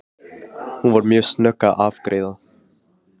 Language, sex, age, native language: Icelandic, male, 15, Icelandic